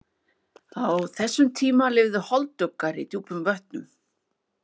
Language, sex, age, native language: Icelandic, female, 40-49, Icelandic